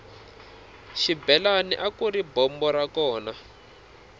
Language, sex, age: Tsonga, male, 26